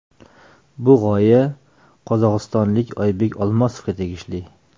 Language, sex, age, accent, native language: Uzbek, male, 35+, Toshkent shahri, Uzbek